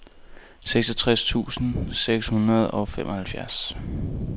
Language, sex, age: Danish, male, 19